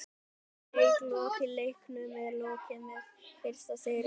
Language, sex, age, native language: Icelandic, male, 18-19, Icelandic